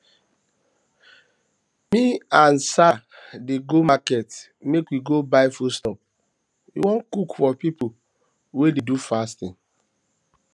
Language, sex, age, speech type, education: Nigerian Pidgin, male, 30-45, spontaneous, tertiary